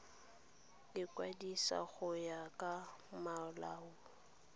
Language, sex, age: Tswana, female, 23